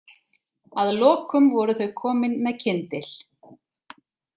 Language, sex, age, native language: Icelandic, female, 30-39, Icelandic